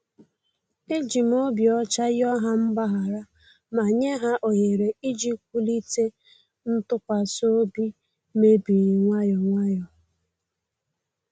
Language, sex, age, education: Igbo, female, 15-29, tertiary